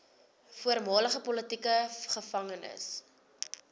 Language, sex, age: Afrikaans, female, 22